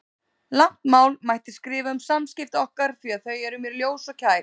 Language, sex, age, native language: Icelandic, female, 30-39, Icelandic